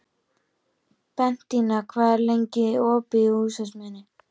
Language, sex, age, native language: Icelandic, male, 13, Icelandic